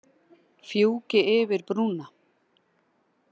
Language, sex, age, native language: Icelandic, female, 40-49, Icelandic